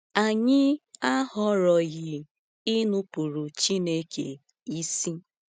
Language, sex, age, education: Igbo, female, 15-29, tertiary